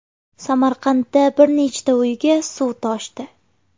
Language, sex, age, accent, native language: Uzbek, female, 18-24, Farg'ona, Uzbek